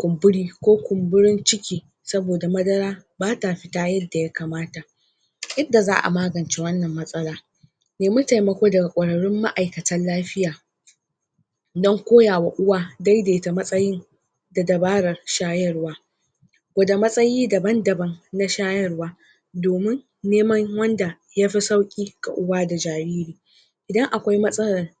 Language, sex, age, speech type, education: Hausa, female, 30-45, spontaneous, tertiary